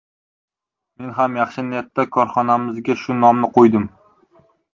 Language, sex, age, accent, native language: Uzbek, male, 19-29, Jizzax, Uzbek